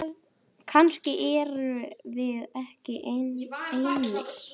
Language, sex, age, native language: Icelandic, male, 10, Icelandic